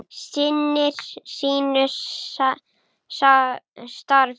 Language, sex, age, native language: Icelandic, male, 9, Icelandic